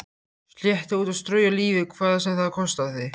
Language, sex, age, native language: Icelandic, male, 14, Icelandic